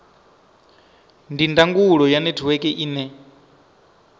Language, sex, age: Venda, male, 25